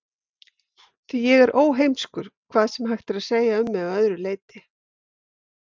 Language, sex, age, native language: Icelandic, female, 50-59, Icelandic